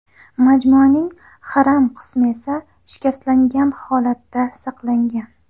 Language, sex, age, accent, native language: Uzbek, female, under 19, Xorazm, Uzbek